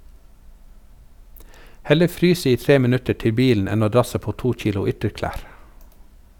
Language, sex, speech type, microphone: Norwegian, male, read, Sennheiser